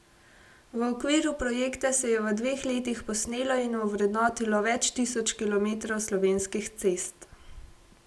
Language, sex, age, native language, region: Slovenian, female, 18-29, Slovenian, Gorenjska region